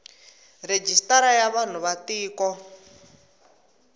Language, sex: Tsonga, female